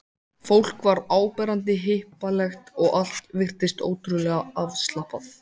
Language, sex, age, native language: Icelandic, male, 14, Icelandic